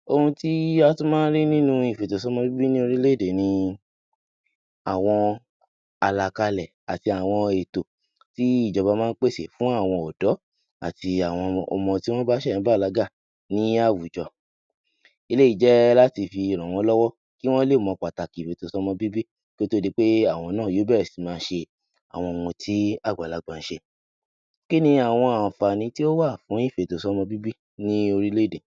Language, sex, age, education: Yoruba, male, 15-29, tertiary